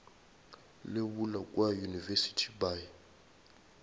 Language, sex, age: Northern Sotho, male, 22